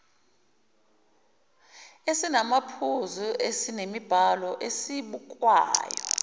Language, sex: Zulu, female